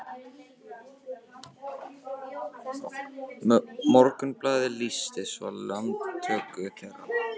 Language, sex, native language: Icelandic, male, Icelandic